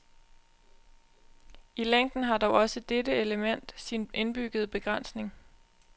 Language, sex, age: Danish, female, 20